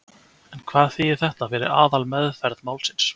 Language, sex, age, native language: Icelandic, male, 20-29, Icelandic